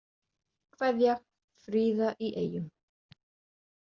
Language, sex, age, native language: Icelandic, female, 40-49, Icelandic